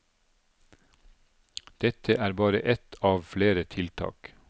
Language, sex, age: Norwegian, male, 47